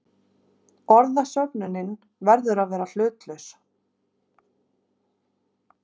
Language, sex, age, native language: Icelandic, female, 30-39, Icelandic